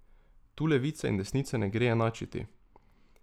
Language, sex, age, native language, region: Slovenian, male, 18-29, Slovenian, Drava region